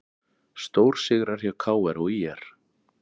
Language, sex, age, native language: Icelandic, male, 40-49, Icelandic